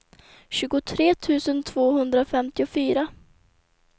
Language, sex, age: Swedish, female, 24